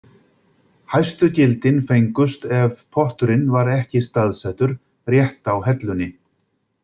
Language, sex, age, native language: Icelandic, male, 50-59, Icelandic